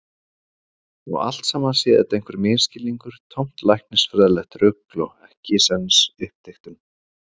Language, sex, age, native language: Icelandic, male, 40-49, Icelandic